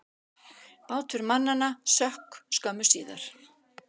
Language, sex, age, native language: Icelandic, female, 60-69, Icelandic